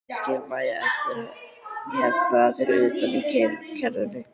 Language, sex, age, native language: Icelandic, female, 13, Icelandic